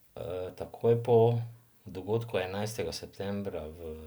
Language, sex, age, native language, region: Slovenian, male, 50-59, Slovenian, Drava region